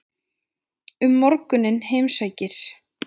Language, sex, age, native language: Icelandic, female, 20-29, Icelandic